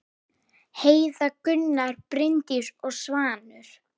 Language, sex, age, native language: Icelandic, female, 10, Icelandic